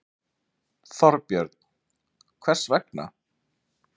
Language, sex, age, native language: Icelandic, male, 30-39, Icelandic